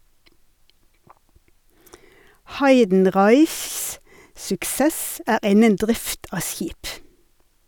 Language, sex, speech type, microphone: Norwegian, female, read, Sennheiser